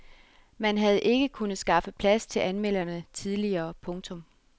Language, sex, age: Danish, female, 33